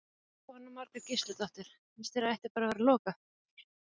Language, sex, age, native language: Icelandic, female, 40-49, Icelandic